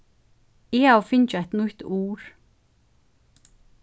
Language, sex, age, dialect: Faroese, female, 36-60, Suðurstreymoy